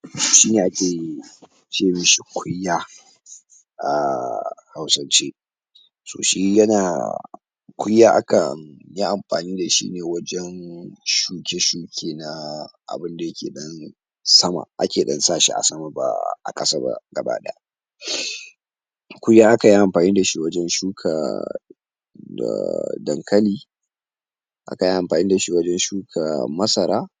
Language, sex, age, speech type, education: Hausa, male, 46-60, spontaneous, tertiary